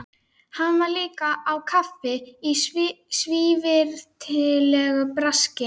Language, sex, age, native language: Icelandic, female, 12, Icelandic